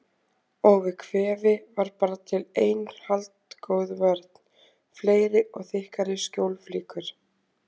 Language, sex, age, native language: Icelandic, female, 20-29, Icelandic